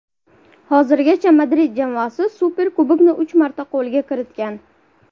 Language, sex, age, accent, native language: Uzbek, female, 19-29, Buxoro, Uzbek